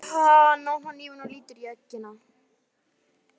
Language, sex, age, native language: Icelandic, male, 11, Icelandic